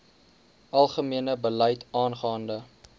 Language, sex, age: Afrikaans, male, 19